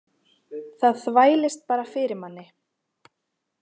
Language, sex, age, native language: Icelandic, female, 20-29, Icelandic